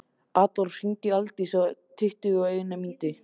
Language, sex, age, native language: Icelandic, male, 13, Icelandic